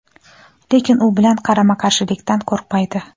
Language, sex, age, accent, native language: Uzbek, female, 18-24, Xorazm, Uzbek